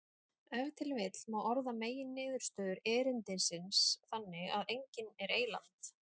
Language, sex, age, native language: Icelandic, female, 30-39, Icelandic